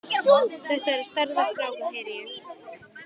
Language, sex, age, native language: Icelandic, female, 12, Icelandic